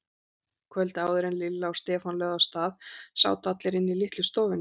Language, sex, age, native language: Icelandic, female, 40-49, Icelandic